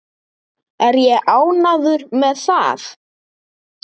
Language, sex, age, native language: Icelandic, male, 9, Icelandic